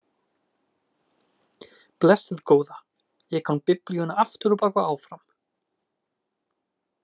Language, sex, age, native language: Icelandic, male, 20-29, Icelandic